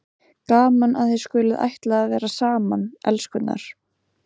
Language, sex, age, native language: Icelandic, female, 20-29, Icelandic